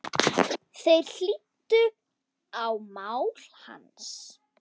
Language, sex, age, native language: Icelandic, female, 10, Icelandic